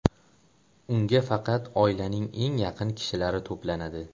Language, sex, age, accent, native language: Uzbek, male, 18-24, Xorazm, Uzbek